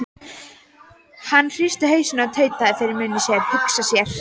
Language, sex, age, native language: Icelandic, female, 14, Icelandic